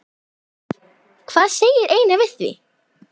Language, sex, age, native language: Icelandic, male, 9, Icelandic